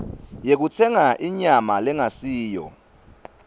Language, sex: Swati, male